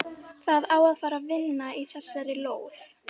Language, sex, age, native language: Icelandic, female, 13, Icelandic